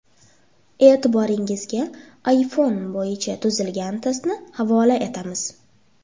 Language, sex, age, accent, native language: Uzbek, female, under 19, Toshkent shahri, Uzbek